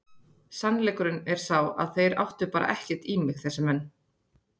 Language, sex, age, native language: Icelandic, female, 30-39, Icelandic